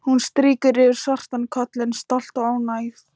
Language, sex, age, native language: Icelandic, female, 13, Thai